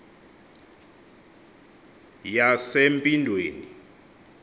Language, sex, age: Xhosa, male, 24